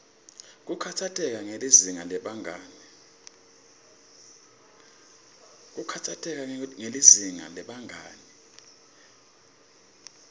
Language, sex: Swati, male